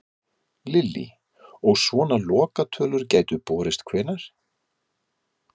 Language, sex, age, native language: Icelandic, male, 50-59, Icelandic